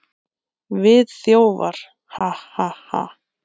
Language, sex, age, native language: Icelandic, male, 8, Icelandic